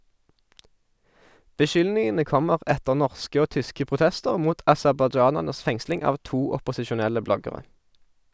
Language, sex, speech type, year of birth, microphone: Norwegian, male, read, 1991, Sennheiser